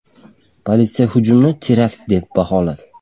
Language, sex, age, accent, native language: Uzbek, male, 18-24, Andijon, Uzbek